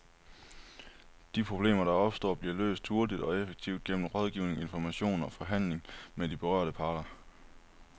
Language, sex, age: Danish, male, 23